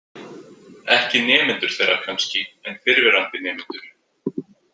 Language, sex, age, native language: Icelandic, male, 20-29, Icelandic